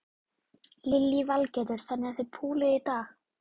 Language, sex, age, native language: Icelandic, female, 12, Icelandic